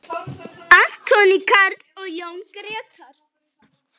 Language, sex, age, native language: Icelandic, male, 10, Icelandic